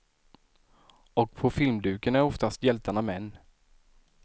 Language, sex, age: Swedish, male, 46